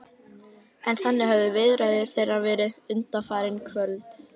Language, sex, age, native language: Icelandic, female, 11, Icelandic